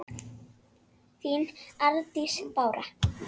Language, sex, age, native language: Icelandic, female, 7, Icelandic